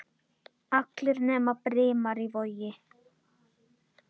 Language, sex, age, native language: Icelandic, male, 9, Icelandic